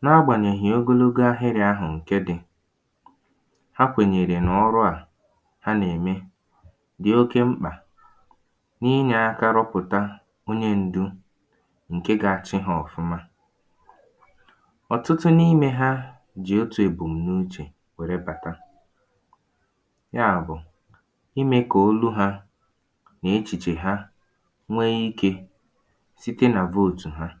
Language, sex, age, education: Igbo, male, 15-29, tertiary